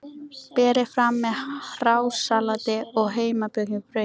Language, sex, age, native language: Icelandic, female, 13, Icelandic